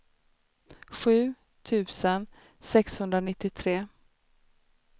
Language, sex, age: Swedish, female, 29